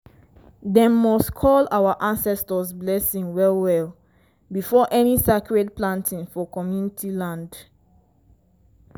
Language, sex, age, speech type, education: Nigerian Pidgin, female, 15-29, spontaneous, tertiary